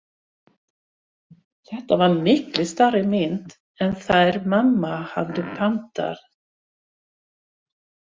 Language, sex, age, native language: Icelandic, female, 60-69, Swedish